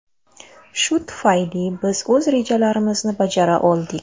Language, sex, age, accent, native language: Uzbek, female, 35+, Buxoro, Uzbek